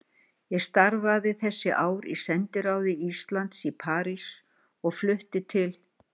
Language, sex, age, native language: Icelandic, female, 60-69, Icelandic